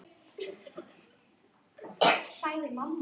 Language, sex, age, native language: Icelandic, female, 18-19, Icelandic